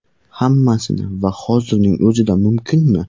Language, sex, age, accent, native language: Uzbek, male, 18-24, Surxondaryo, Uzbek